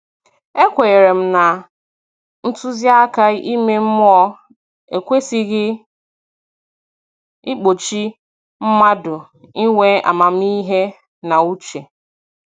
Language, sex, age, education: Igbo, female, 15-29, tertiary